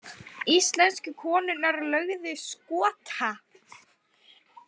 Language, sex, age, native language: Icelandic, other, 20-29, Icelandic